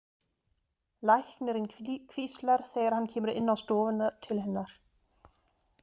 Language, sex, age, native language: Icelandic, female, 30-39, German